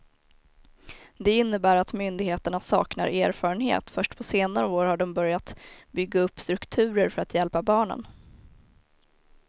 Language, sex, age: Swedish, female, 19